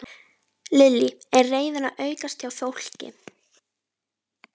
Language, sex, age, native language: Icelandic, female, 12, Icelandic